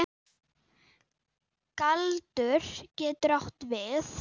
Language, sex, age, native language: Icelandic, female, 9, Icelandic